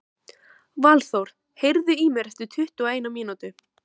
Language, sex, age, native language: Icelandic, female, 13, Icelandic